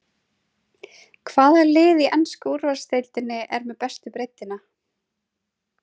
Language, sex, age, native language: Icelandic, female, 30-39, Icelandic